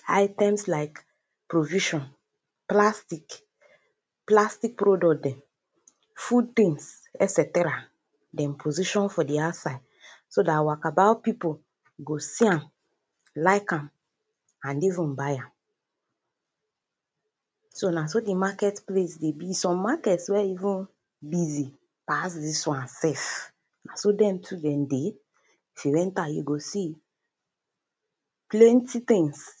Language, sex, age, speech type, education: Nigerian Pidgin, female, 15-29, spontaneous, tertiary